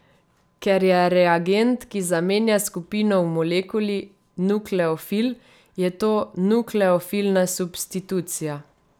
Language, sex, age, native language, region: Slovenian, female, 30-49, Slovenian, Savinja region